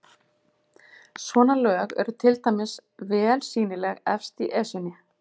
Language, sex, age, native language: Icelandic, female, 50-59, Icelandic